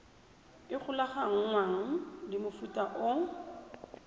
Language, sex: Tswana, female